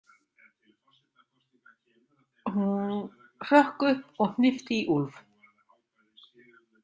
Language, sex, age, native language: Icelandic, female, 60-69, Icelandic